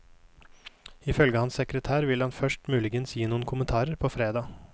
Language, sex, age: Norwegian, male, 29